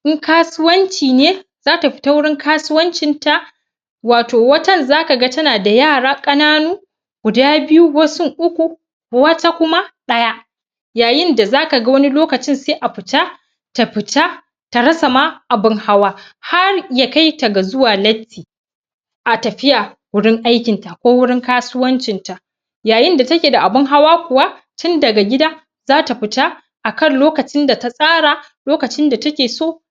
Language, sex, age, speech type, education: Hausa, female, 30-45, spontaneous, tertiary